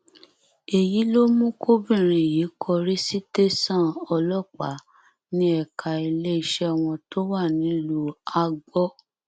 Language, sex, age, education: Yoruba, female, 15-29, tertiary